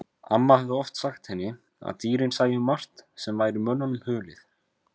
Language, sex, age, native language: Icelandic, female, 50-59, Icelandic